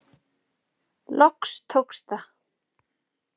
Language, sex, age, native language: Icelandic, female, 40-49, Icelandic